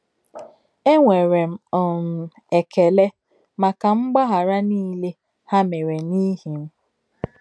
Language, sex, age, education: Igbo, female, 30-45, tertiary